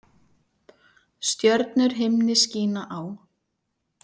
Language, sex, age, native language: Icelandic, female, 30-39, Icelandic